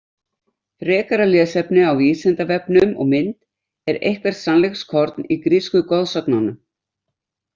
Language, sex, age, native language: Icelandic, female, 60-69, Icelandic